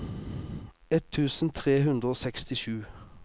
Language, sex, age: Norwegian, male, 48